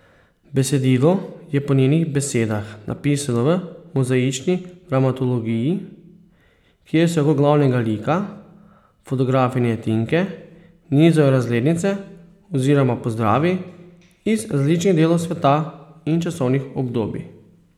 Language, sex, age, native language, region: Slovenian, male, 30-49, Slovenian, Posavska region